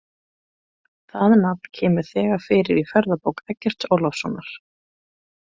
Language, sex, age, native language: Icelandic, female, 20-29, Icelandic